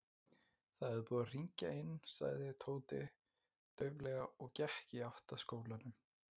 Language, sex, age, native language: Icelandic, male, 20-29, Icelandic